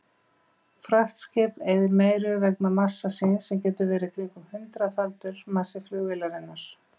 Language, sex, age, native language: Icelandic, female, 50-59, Icelandic